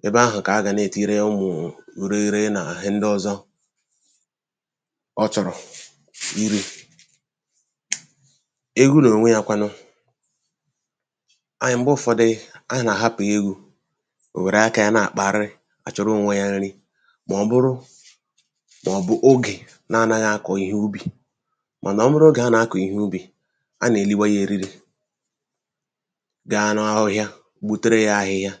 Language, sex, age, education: Igbo, male, 30-45, tertiary